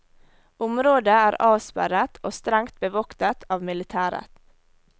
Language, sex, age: Norwegian, female, 18